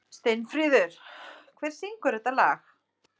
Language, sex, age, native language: Icelandic, female, 30-39, Icelandic